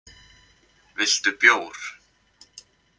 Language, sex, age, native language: Icelandic, male, 20-29, Icelandic